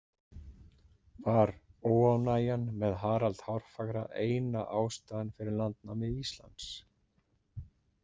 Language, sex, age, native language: Icelandic, male, 40-49, Icelandic